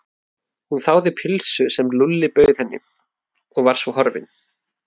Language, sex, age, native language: Icelandic, male, 30-39, Icelandic